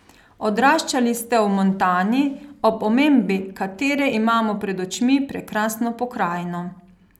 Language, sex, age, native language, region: Slovenian, female, 30-49, Slovenian, Carinthia region